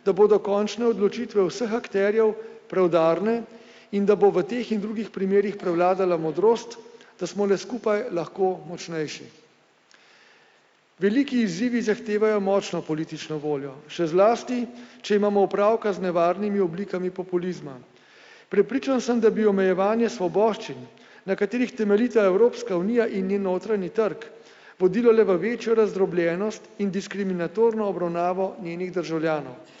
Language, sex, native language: Slovenian, male, Slovenian